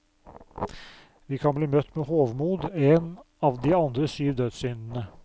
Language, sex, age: Norwegian, male, 44